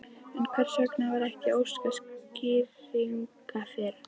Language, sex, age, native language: Icelandic, female, 11, Icelandic